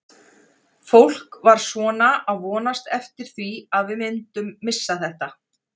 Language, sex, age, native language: Icelandic, female, 40-49, Icelandic